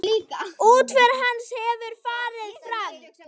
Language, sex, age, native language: Icelandic, female, 9, Icelandic